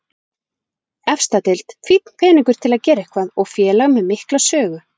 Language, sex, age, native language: Icelandic, female, 40-49, Icelandic